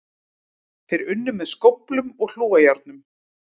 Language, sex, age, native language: Icelandic, female, 30-39, Icelandic